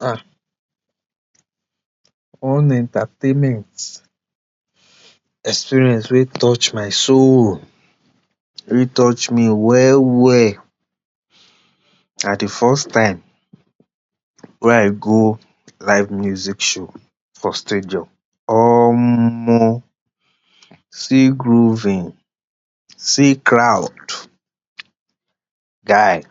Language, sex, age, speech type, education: Nigerian Pidgin, male, 60+, spontaneous, tertiary